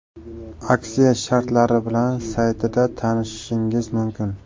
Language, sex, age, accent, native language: Uzbek, male, 18-24, Navoiy, Uzbek